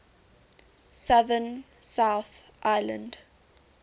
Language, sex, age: English, female, 19